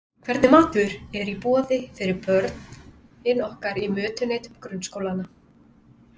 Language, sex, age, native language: Icelandic, female, 30-39, Icelandic